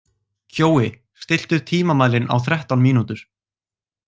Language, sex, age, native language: Icelandic, male, 18-19, Icelandic